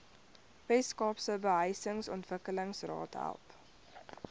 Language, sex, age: Afrikaans, female, 21